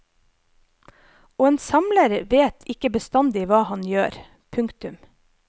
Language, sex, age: Norwegian, female, 25